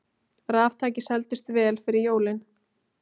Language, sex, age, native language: Icelandic, female, 20-29, Icelandic